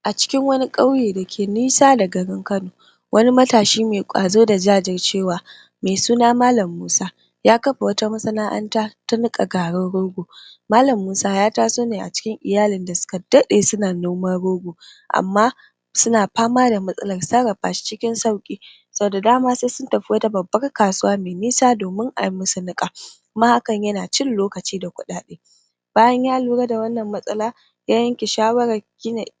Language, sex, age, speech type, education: Hausa, female, 15-29, spontaneous, primary